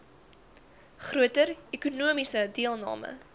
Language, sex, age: Afrikaans, female, 18